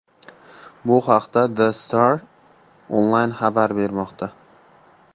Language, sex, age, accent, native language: Uzbek, male, 18-24, Andijon, Uzbek